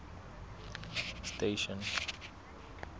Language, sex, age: Southern Sotho, male, 21